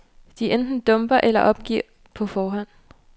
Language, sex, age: Danish, female, 29